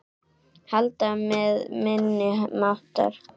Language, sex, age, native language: Icelandic, male, 8, Icelandic